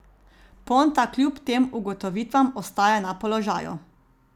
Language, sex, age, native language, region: Slovenian, female, 30-49, Slovenian, Zasavska region